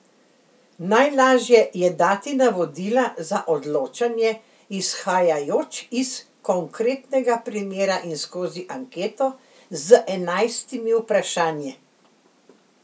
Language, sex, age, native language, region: Slovenian, female, 60+, Slovenian, Central Slovenia